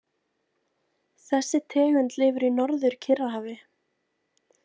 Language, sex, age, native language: Icelandic, female, 20-29, Icelandic